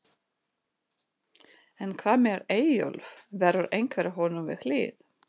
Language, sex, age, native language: Icelandic, female, 40-49, Russian